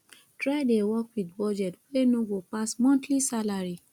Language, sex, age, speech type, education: Nigerian Pidgin, female, 30-45, spontaneous, tertiary